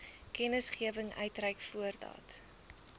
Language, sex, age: Afrikaans, female, 19